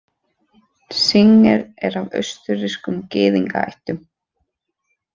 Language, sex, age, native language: Icelandic, female, 30-39, Icelandic